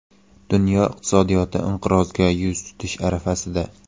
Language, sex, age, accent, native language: Uzbek, male, 18-24, Qoraqalpog'iston, Uzbek